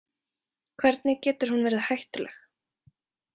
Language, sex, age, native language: Icelandic, female, 20-29, Icelandic